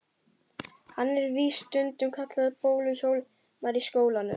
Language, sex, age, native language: Icelandic, male, 12, Icelandic